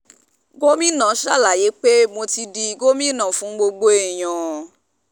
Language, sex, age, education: Yoruba, female, 15-29, tertiary